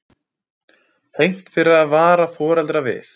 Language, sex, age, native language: Icelandic, male, 20-29, Icelandic